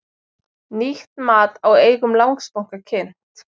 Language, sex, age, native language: Icelandic, female, 20-29, Icelandic